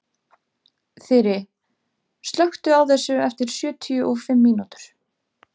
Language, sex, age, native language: Icelandic, female, 30-39, Icelandic